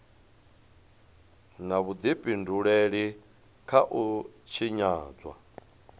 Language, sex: Venda, male